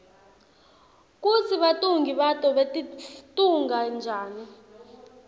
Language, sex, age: Swati, female, 20